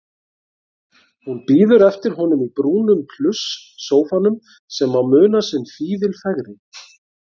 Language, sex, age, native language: Icelandic, male, 40-49, Icelandic